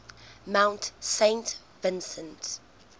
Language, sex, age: English, female, 19